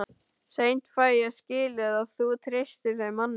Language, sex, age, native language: Icelandic, male, 12, Icelandic